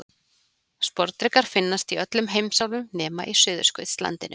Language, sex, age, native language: Icelandic, female, 40-49, Icelandic